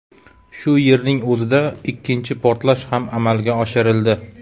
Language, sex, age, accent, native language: Uzbek, male, 25-34, Qashqadaryo, Uzbek